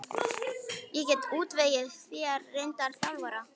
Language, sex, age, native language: Icelandic, male, 11, Icelandic